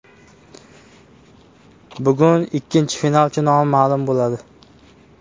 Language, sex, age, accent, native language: Uzbek, male, 18-24, Qashqadaryo, Uzbek